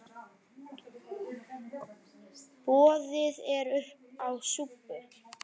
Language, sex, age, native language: Icelandic, male, 9, Icelandic